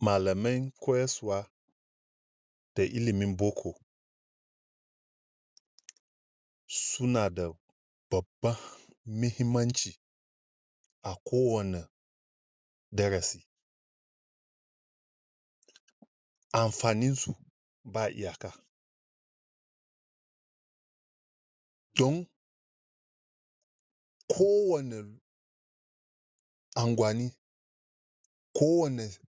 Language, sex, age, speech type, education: Hausa, male, 30-45, spontaneous, tertiary